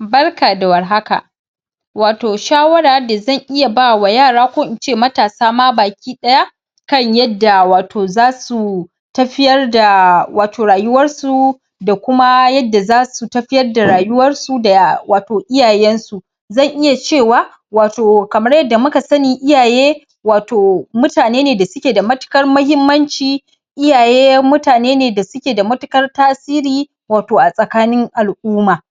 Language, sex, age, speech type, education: Hausa, male, 15-29, spontaneous, primary